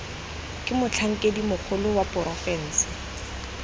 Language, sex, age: Tswana, female, 19